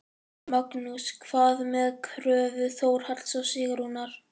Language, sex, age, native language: Icelandic, male, 11, Icelandic